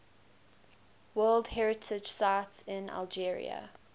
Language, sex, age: English, female, 19